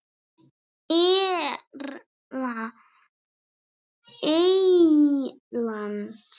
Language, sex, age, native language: Icelandic, male, 6, Icelandic